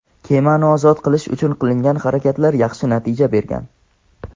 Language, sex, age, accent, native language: Uzbek, male, under 19, Andijon, Tajik